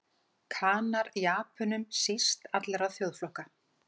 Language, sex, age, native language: Icelandic, female, 40-49, Icelandic